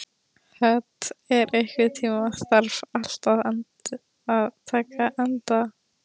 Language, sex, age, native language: Icelandic, female, 13, Icelandic